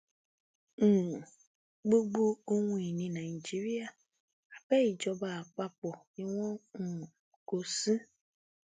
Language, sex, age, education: Yoruba, female, 15-29, tertiary